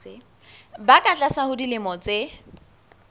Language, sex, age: Southern Sotho, female, 20